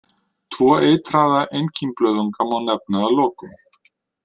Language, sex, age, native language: Icelandic, male, 50-59, Icelandic